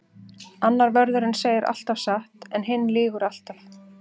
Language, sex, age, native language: Icelandic, female, 40-49, Icelandic